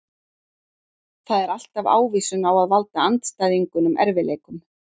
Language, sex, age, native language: Icelandic, female, 40-49, Icelandic